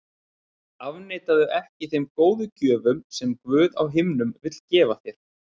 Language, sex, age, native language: Icelandic, male, 30-39, Icelandic